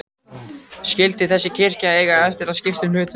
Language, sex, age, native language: Icelandic, male, 14, Icelandic